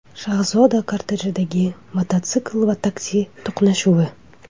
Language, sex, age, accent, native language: Uzbek, female, 25-34, Toshkent shahri, Uzbek